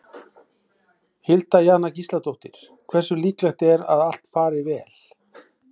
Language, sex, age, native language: Icelandic, male, 40-49, Icelandic